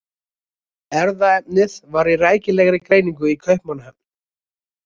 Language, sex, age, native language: Icelandic, male, 20-29, Icelandic